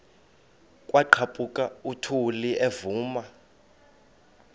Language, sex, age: Xhosa, male, 33